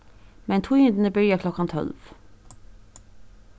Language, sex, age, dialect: Faroese, female, 15-35, Suðurstreymoy